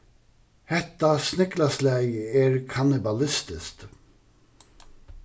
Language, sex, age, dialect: Faroese, male, 61+, Suðuroy